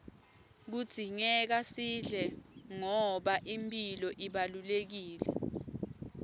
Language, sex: Swati, female